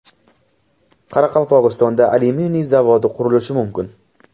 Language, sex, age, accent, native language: Uzbek, male, 12-17, Samarqand, Uzbek